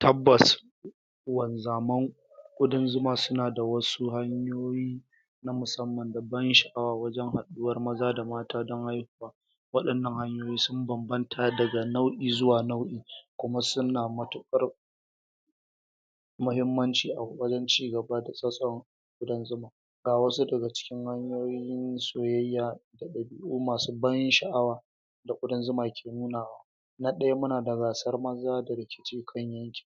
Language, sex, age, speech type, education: Hausa, male, 46-60, spontaneous, tertiary